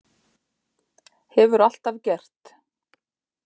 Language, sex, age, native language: Icelandic, female, 50-59, Icelandic